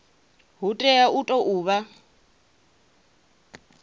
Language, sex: Venda, female